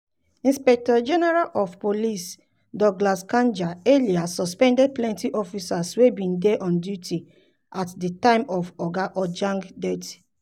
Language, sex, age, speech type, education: Nigerian Pidgin, female, 30-45, spontaneous, tertiary